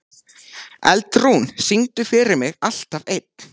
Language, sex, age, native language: Icelandic, male, 14, Icelandic